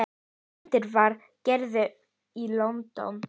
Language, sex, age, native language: Icelandic, female, 10, Icelandic